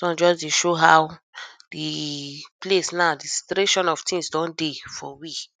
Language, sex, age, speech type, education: Nigerian Pidgin, female, 15-29, spontaneous, tertiary